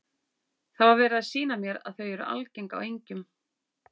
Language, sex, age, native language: Icelandic, female, 40-49, Icelandic